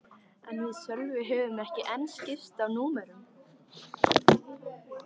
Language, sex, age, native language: Icelandic, female, 13, Icelandic